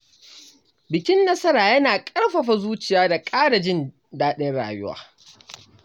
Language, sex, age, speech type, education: Hausa, male, 15-29, read, tertiary